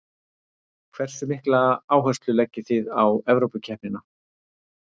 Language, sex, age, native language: Icelandic, male, 60-69, Icelandic